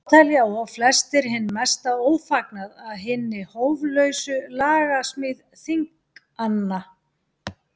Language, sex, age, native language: Icelandic, female, 40-49, Icelandic